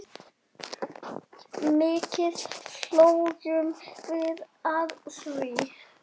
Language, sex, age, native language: Icelandic, male, 6, Icelandic